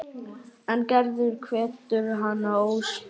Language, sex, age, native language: Icelandic, male, 8, Icelandic